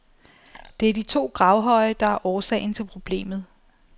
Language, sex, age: Danish, female, 34